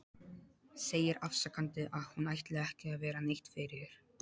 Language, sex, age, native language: Icelandic, male, 12, Polish